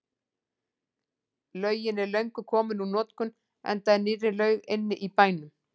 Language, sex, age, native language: Icelandic, female, 40-49, Icelandic